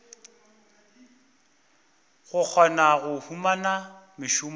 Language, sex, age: Northern Sotho, male, 24